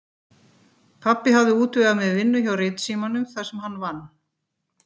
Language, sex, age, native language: Icelandic, female, 50-59, Icelandic